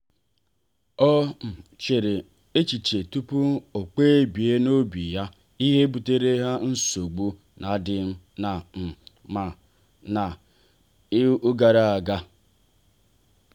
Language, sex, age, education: Igbo, male, 30-45, tertiary